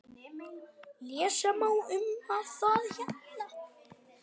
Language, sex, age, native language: Icelandic, other, 9, Icelandic